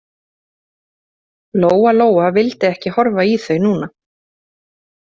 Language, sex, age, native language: Icelandic, female, 30-39, Icelandic